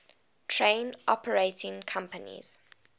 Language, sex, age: English, female, 20